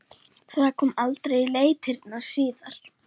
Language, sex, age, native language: Icelandic, female, 11, Icelandic